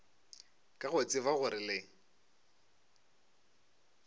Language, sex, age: Northern Sotho, male, 25